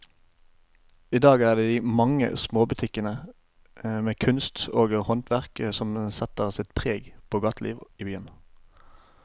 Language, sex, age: Norwegian, male, 25